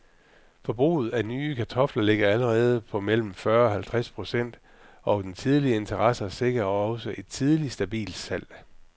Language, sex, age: Danish, male, 44